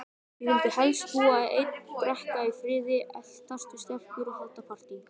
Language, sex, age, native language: Icelandic, male, 18-19, Icelandic